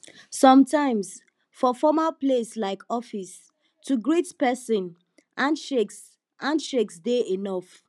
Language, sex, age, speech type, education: Nigerian Pidgin, female, 15-29, spontaneous, tertiary